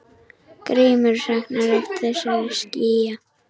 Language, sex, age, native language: Icelandic, female, 10, Icelandic